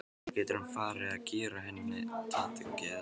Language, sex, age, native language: Icelandic, male, 12, Icelandic